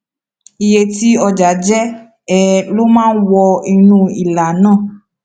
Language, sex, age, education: Yoruba, female, 15-29, tertiary